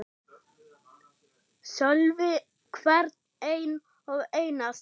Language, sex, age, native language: Icelandic, female, 8, German